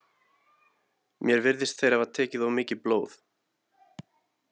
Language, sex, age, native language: Icelandic, male, 30-39, Icelandic